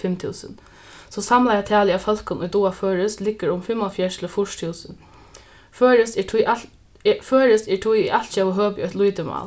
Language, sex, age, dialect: Faroese, female, 15-35, Norðuroyggjar